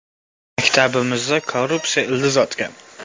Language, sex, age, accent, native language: Uzbek, male, 18-24, Jizzax, Uzbek